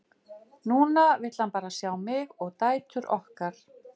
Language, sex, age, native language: Icelandic, female, 50-59, Icelandic